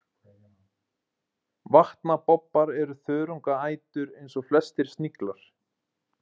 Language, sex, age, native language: Icelandic, male, 20-29, Icelandic